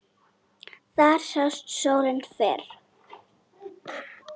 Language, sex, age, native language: Icelandic, female, 10, Icelandic